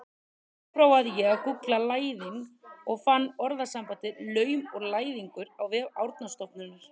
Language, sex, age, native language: Icelandic, female, 30-39, Icelandic